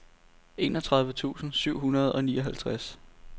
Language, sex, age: Danish, male, 18